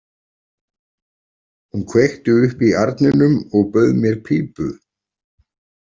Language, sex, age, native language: Icelandic, male, 40-49, Icelandic